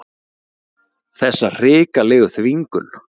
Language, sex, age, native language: Icelandic, male, 40-49, Icelandic